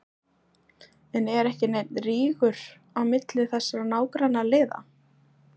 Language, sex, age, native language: Icelandic, female, 20-29, Icelandic